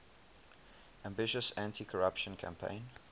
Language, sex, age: English, male, 21